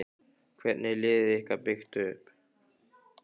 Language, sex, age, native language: Icelandic, male, 15, Icelandic